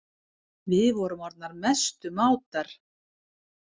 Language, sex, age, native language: Icelandic, female, 50-59, Icelandic